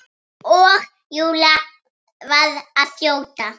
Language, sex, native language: Icelandic, male, Icelandic